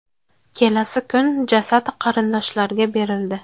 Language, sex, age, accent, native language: Uzbek, female, 19-29, Farg'ona, Uzbek